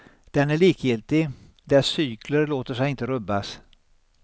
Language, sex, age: Swedish, male, 63